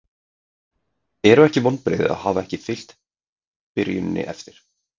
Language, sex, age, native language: Icelandic, male, 30-39, Icelandic